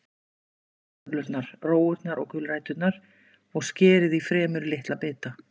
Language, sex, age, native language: Icelandic, female, 50-59, Icelandic